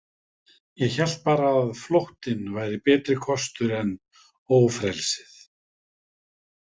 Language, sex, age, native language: Icelandic, male, 50-59, Icelandic